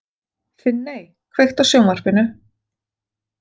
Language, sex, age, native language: Icelandic, female, 40-49, Icelandic